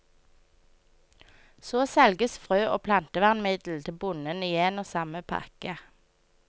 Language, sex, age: Norwegian, female, 24